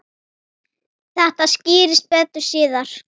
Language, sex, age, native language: Icelandic, female, 8, Icelandic